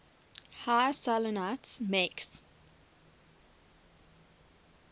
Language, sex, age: English, female, 21